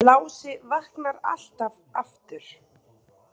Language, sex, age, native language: Icelandic, female, 30-39, Icelandic